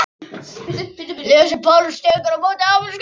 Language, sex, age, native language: Icelandic, other, 11, Icelandic